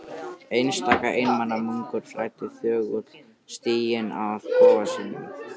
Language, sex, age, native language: Icelandic, male, 13, Icelandic